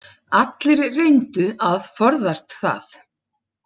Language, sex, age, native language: Icelandic, female, 40-49, Icelandic